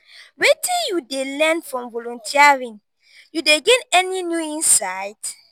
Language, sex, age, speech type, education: Nigerian Pidgin, female, 15-29, spontaneous, tertiary